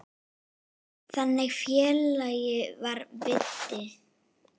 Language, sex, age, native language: Icelandic, female, 8, Icelandic